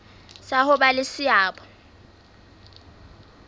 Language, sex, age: Southern Sotho, female, 20